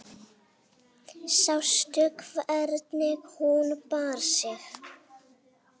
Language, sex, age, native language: Icelandic, female, 8, Icelandic